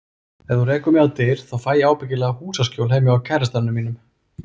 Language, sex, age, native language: Icelandic, male, 30-39, Icelandic